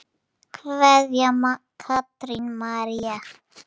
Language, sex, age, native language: Icelandic, male, 10, Icelandic